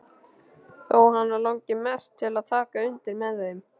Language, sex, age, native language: Icelandic, male, 13, Icelandic